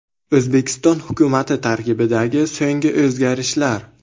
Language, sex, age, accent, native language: Uzbek, male, 18-24, Buxoro, Uzbek